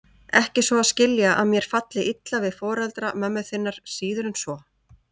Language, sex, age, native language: Icelandic, female, 30-39, Icelandic